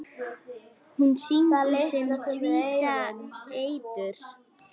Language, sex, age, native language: Icelandic, female, 9, Icelandic